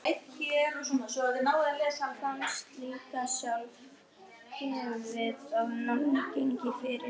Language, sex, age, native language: Icelandic, male, 11, Icelandic